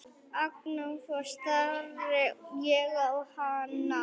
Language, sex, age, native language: Icelandic, male, 9, Icelandic